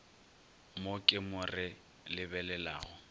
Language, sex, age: Northern Sotho, male, 22